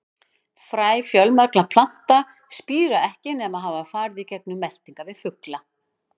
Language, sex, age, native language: Icelandic, female, 50-59, Icelandic